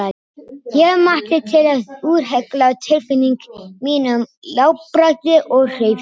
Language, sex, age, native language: Icelandic, other, 18-19, Icelandic